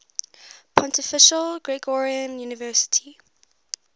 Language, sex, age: English, female, 19